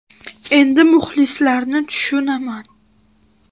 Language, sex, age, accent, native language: Uzbek, female, 12-17, Toshkent shahri, Uzbek